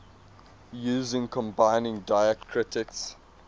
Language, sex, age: English, male, 22